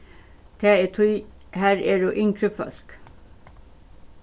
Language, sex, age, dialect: Faroese, female, 36-60, Suðurstreymoy